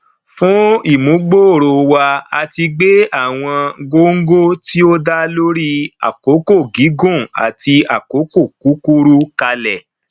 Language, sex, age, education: Yoruba, male, 30-45, tertiary